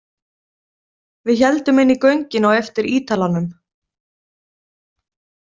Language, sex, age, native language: Icelandic, female, 30-39, Icelandic